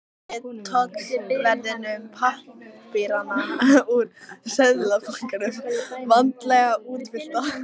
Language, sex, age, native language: Icelandic, female, 14, Icelandic